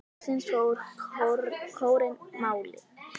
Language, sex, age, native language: Icelandic, female, 9, Icelandic